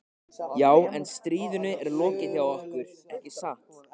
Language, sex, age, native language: Icelandic, male, 15, Icelandic